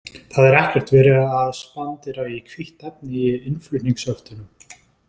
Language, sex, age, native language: Icelandic, male, 20-29, Icelandic